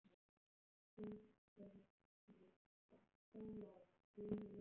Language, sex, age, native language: Icelandic, male, 13, Icelandic